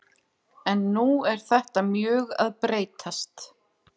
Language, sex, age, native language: Icelandic, female, 40-49, Icelandic